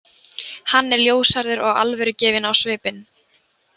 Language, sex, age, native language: Icelandic, male, 18-19, Icelandic